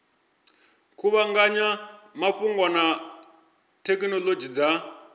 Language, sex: Venda, male